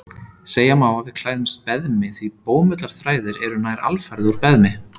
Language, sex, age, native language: Icelandic, male, 30-39, Icelandic